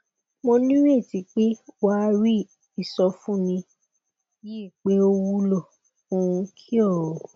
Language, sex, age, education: Yoruba, female, 15-29, tertiary